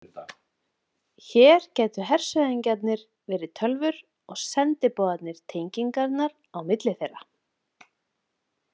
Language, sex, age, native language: Icelandic, female, 30-39, Icelandic